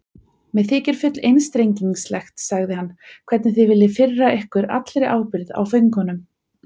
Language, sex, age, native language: Icelandic, female, 40-49, Icelandic